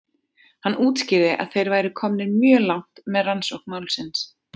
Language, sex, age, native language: Icelandic, female, 40-49, Icelandic